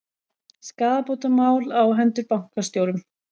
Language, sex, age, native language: Icelandic, female, 40-49, Icelandic